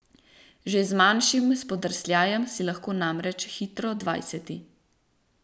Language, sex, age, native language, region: Slovenian, female, 18-29, Slovenian, Central Slovenia